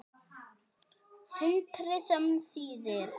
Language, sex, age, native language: Icelandic, female, 9, Icelandic